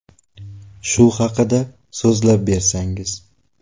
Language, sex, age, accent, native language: Uzbek, male, 18-24, Navoiy, Uzbek